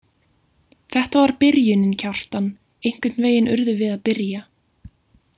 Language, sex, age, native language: Icelandic, female, 18-19, Icelandic